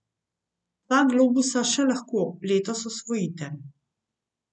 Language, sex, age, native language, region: Slovenian, female, 50-59, Slovenian, Central Slovenia